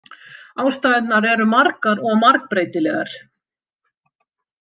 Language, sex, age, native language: Icelandic, female, 50-59, Icelandic